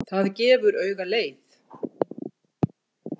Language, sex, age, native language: Icelandic, female, 60-69, Icelandic